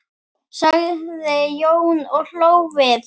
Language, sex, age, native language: Icelandic, female, 9, Icelandic